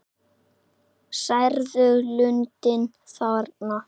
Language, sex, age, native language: Icelandic, male, 8, Icelandic